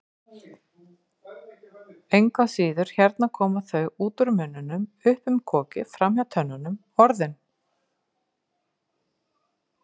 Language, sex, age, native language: Icelandic, female, 50-59, Icelandic